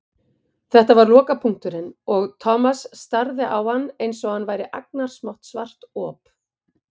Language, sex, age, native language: Icelandic, female, 50-59, Icelandic